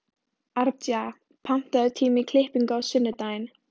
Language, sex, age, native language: Icelandic, female, 13, Icelandic